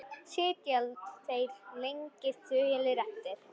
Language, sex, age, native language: Icelandic, female, 10, Icelandic